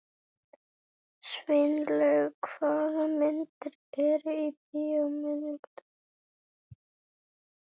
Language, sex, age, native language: Icelandic, female, 18-19, Icelandic